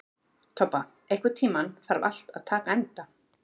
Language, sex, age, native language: Icelandic, female, 40-49, Icelandic